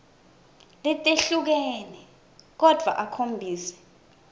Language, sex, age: Swati, female, 20